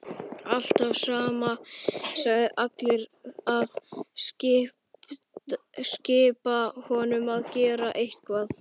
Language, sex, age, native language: Icelandic, male, 11, Icelandic